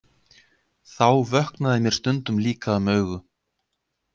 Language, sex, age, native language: Icelandic, male, 50-59, Icelandic